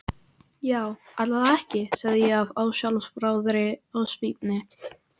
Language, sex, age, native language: Icelandic, female, 14, Icelandic